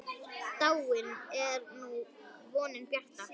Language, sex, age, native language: Icelandic, female, 10, Icelandic